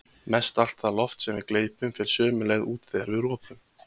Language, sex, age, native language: Icelandic, male, 20-29, Icelandic